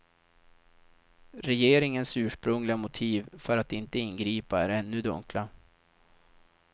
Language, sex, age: Swedish, male, 32